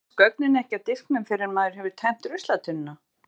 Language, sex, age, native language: Icelandic, female, 40-49, Icelandic